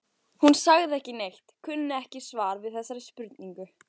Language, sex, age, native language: Icelandic, female, 14, Icelandic